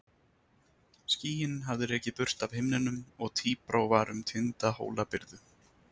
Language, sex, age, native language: Icelandic, male, 30-39, Icelandic